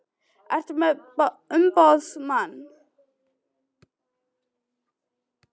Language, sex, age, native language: Icelandic, female, 12, Icelandic